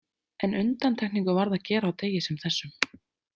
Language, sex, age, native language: Icelandic, female, 30-39, Icelandic